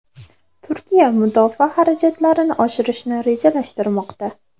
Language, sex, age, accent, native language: Uzbek, female, under 19, Andijon, Uzbek